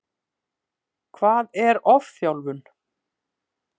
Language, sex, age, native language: Icelandic, female, 50-59, Icelandic